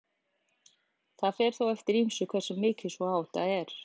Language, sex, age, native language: Icelandic, female, 40-49, Icelandic